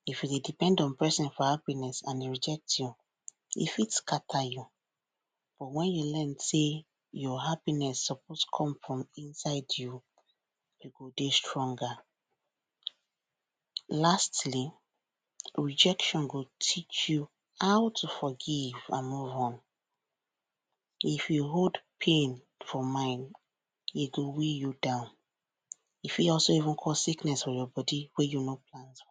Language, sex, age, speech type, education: Nigerian Pidgin, female, 15-29, spontaneous, tertiary